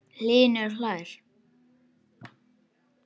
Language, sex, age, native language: Icelandic, male, 8, Icelandic